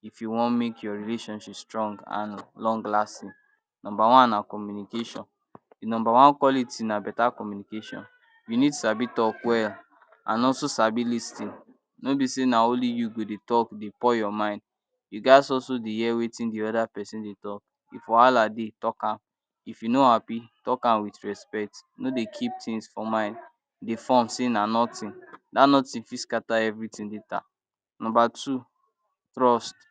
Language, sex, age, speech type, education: Nigerian Pidgin, male, 46-60, spontaneous, tertiary